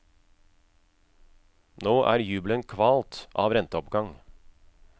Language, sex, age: Norwegian, male, 36